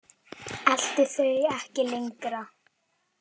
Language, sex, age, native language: Icelandic, female, 20-29, Icelandic